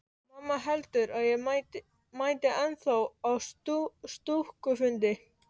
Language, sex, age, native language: Icelandic, male, 13, Icelandic